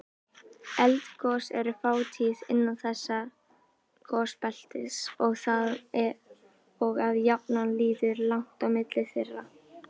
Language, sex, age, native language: Icelandic, female, 18-19, Icelandic